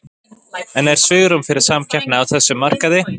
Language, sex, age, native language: Icelandic, male, 20-29, Icelandic